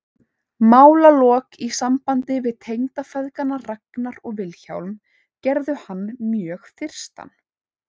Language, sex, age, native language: Icelandic, female, 18-19, Icelandic